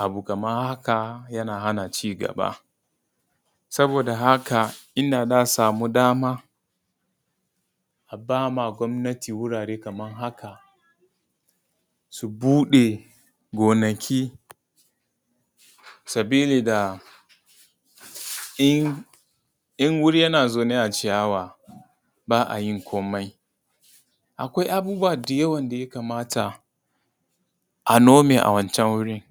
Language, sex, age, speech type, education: Hausa, male, 30-45, spontaneous, tertiary